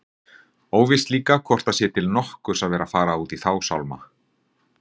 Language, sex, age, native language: Icelandic, male, 40-49, Icelandic